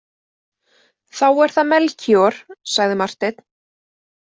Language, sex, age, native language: Icelandic, female, 20-29, Icelandic